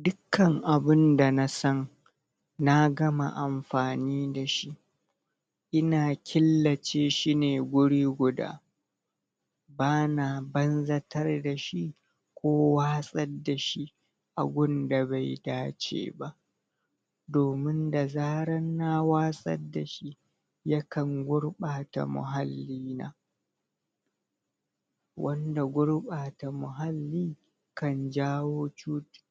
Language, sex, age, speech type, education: Hausa, male, 30-45, spontaneous, secondary